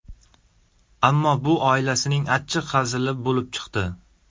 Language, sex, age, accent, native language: Uzbek, male, 18-24, Surxondaryo, Uzbek